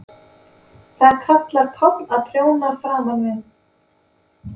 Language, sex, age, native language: Icelandic, female, 20-29, Icelandic